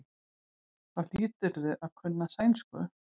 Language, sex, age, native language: Icelandic, female, 60-69, Icelandic